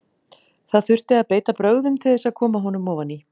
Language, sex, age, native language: Icelandic, female, 40-49, Icelandic